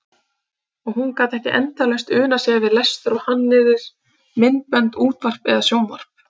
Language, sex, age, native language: Icelandic, female, 30-39, Icelandic